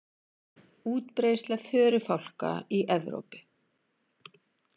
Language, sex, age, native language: Icelandic, female, 70-79, Icelandic